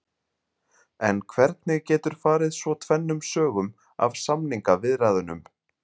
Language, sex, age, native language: Icelandic, male, 30-39, Icelandic